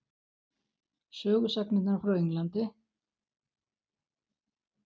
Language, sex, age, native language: Icelandic, female, 60-69, Icelandic